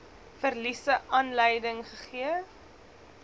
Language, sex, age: Afrikaans, female, 20